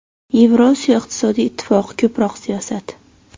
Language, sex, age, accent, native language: Uzbek, female, 18-24, Navoiy, Uzbek